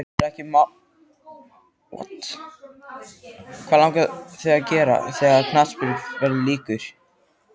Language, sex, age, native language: Icelandic, male, 13, Icelandic